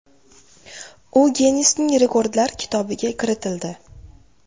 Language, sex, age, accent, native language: Uzbek, female, 18-24, Farg'ona, Uzbek